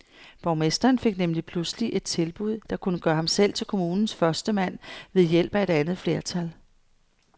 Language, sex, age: Danish, female, 55